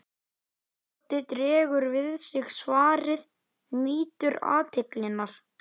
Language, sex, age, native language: Icelandic, male, 11, Icelandic